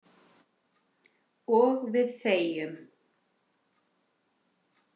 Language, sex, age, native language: Icelandic, female, 40-49, Icelandic